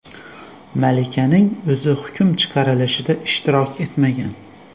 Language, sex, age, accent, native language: Uzbek, male, 25-34, Xorazm, Uzbek